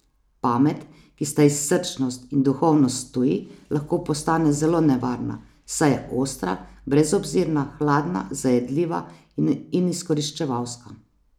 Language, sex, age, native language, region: Slovenian, female, 30-49, Slovenian, Savinja region